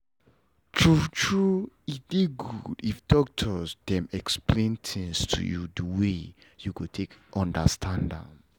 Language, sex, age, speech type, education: Nigerian Pidgin, male, 15-29, spontaneous, tertiary